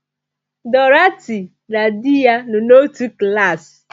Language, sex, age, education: Igbo, female, 30-45, tertiary